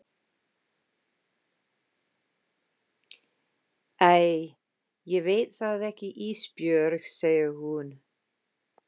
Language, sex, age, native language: Icelandic, female, 50-59, English